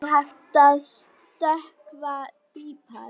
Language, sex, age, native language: Icelandic, female, 9, Icelandic